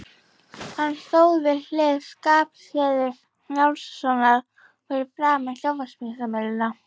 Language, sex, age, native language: Icelandic, female, 11, Icelandic